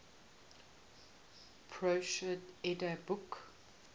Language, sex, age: English, female, 18